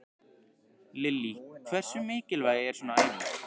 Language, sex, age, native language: Icelandic, male, 15, Icelandic